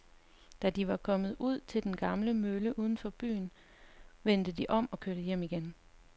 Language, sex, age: Danish, female, 35